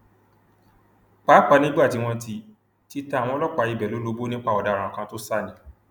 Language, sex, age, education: Yoruba, male, 30-45, tertiary